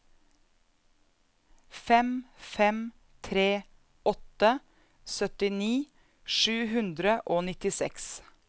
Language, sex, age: Norwegian, female, 34